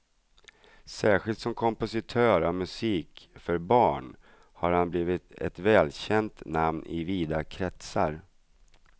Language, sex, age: Swedish, male, 42